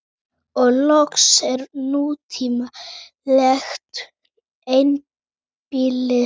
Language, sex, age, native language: Icelandic, female, 18-19, Icelandic